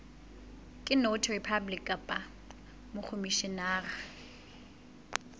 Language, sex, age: Southern Sotho, female, 21